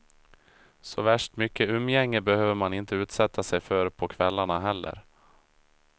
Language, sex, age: Swedish, male, 37